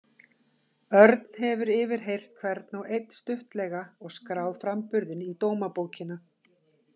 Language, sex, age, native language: Icelandic, female, 50-59, Icelandic